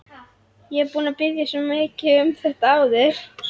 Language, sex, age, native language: Icelandic, female, 11, Icelandic